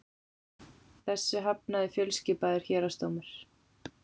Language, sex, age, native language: Icelandic, female, 40-49, Icelandic